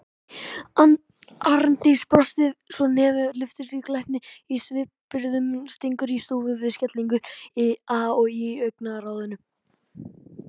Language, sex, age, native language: Icelandic, male, 18-19, Icelandic